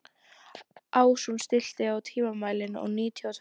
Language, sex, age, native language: Icelandic, female, 12, Icelandic